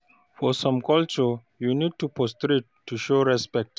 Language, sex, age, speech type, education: Nigerian Pidgin, male, 46-60, read, tertiary